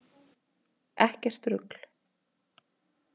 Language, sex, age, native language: Icelandic, female, 30-39, Icelandic